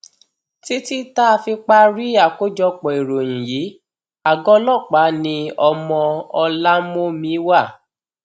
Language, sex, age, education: Yoruba, male, 15-29, tertiary